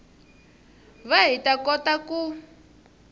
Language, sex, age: Tsonga, female, 23